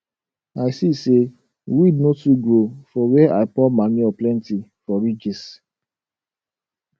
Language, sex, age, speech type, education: Nigerian Pidgin, male, 15-29, spontaneous, secondary